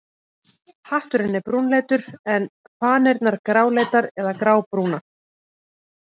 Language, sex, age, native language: Icelandic, female, 30-39, Icelandic